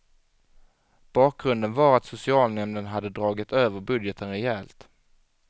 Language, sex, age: Swedish, male, 25